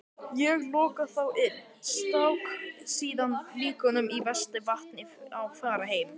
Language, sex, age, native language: Icelandic, male, 18-19, Icelandic